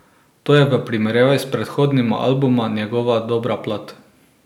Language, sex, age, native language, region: Slovenian, male, 18-29, Slovenian, Drava region